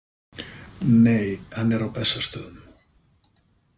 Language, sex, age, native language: Icelandic, male, 50-59, Icelandic